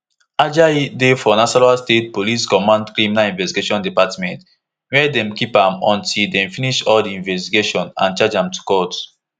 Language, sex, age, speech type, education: Nigerian Pidgin, male, 15-29, spontaneous, tertiary